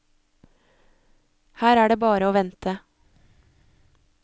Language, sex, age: Norwegian, female, 24